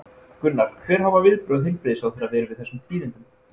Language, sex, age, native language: Icelandic, male, 20-29, Icelandic